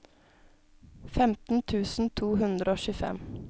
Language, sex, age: Norwegian, female, 17